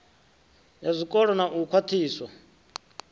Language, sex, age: Venda, male, 33